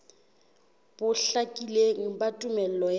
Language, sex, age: Southern Sotho, female, 21